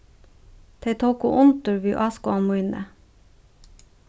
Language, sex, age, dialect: Faroese, female, 36-60, Suðurstreymoy